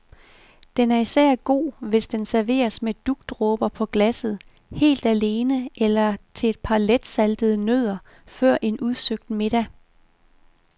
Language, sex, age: Danish, female, 51